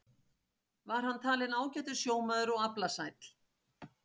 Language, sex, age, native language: Icelandic, female, 60-69, Icelandic